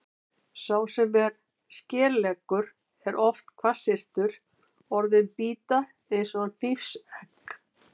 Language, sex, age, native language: Icelandic, female, 50-59, Icelandic